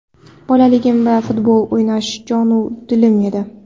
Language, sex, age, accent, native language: Uzbek, female, 18-24, Qoraqalpog'iston, Karakalpak